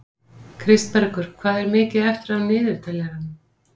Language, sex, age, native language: Icelandic, female, 50-59, Icelandic